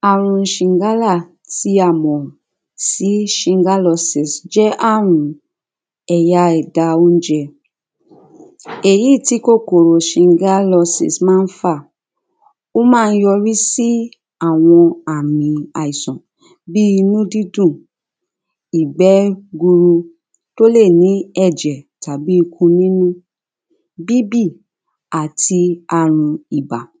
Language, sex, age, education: Yoruba, female, 30-45, primary